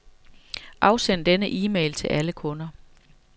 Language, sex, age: Danish, female, 45